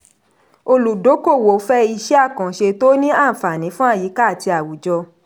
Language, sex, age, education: Yoruba, female, 30-45, tertiary